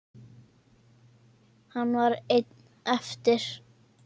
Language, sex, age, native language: Icelandic, male, 9, Icelandic